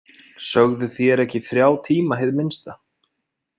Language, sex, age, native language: Icelandic, male, 20-29, Icelandic